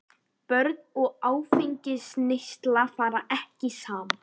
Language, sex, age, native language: Icelandic, female, 11, Icelandic